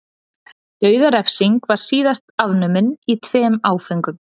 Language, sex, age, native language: Icelandic, female, 30-39, Icelandic